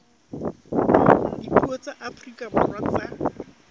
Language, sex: Southern Sotho, female